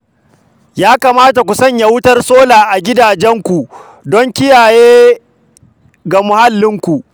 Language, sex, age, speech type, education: Hausa, male, 46-60, read, secondary